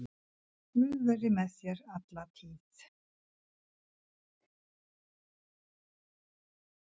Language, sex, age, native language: Icelandic, female, 60-69, Icelandic